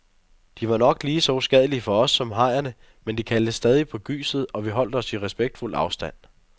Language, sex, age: Danish, male, 23